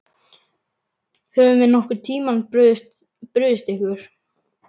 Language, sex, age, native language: Icelandic, male, 11, Icelandic